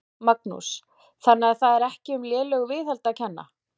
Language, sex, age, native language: Icelandic, female, 40-49, Icelandic